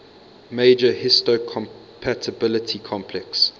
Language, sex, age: English, male, 22